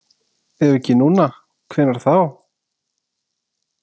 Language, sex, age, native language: Icelandic, male, 20-29, Icelandic